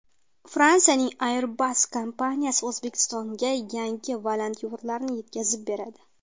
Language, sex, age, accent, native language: Uzbek, female, 19-29, Qashqadaryo, Uzbek